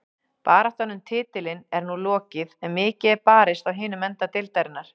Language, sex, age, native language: Icelandic, female, 40-49, Icelandic